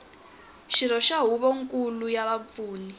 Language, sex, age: Tsonga, female, 20